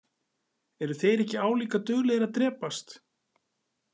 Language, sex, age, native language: Icelandic, male, 40-49, Icelandic